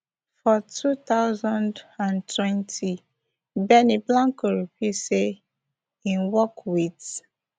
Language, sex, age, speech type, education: Nigerian Pidgin, female, 15-29, spontaneous, tertiary